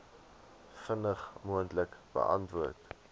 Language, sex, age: Afrikaans, male, 20